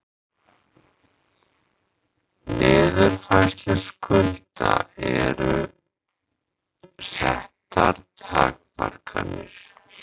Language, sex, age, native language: Icelandic, male, 30-39, Icelandic